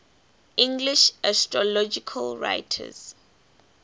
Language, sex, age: English, female, 18